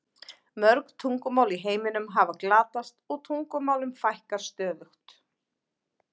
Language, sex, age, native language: Icelandic, female, 40-49, Icelandic